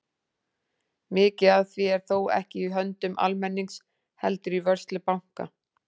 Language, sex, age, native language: Icelandic, female, 40-49, Icelandic